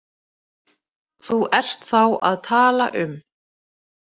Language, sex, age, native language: Icelandic, female, 30-39, Icelandic